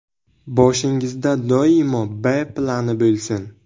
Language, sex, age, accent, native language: Uzbek, male, 18-24, Buxoro, Uzbek